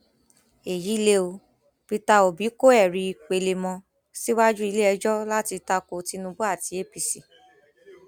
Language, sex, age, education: Yoruba, female, 15-29, tertiary